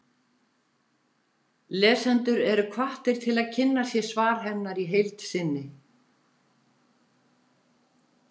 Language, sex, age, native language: Icelandic, female, 70-79, Icelandic